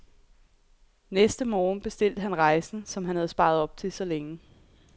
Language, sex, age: Danish, female, 28